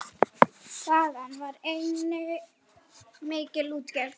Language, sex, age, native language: Icelandic, female, 9, Icelandic